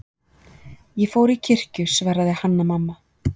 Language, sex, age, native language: Icelandic, female, 40-49, Icelandic